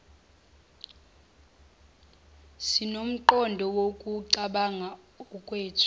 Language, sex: Zulu, female